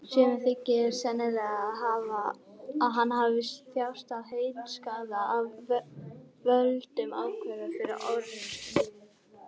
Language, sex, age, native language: Icelandic, female, 18-19, Icelandic